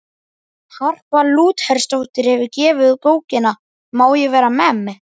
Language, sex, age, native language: Icelandic, male, 11, Icelandic